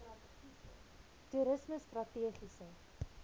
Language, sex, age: Afrikaans, female, 20